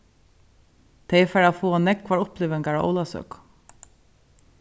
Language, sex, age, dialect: Faroese, female, 36-60, Suðurstreymoy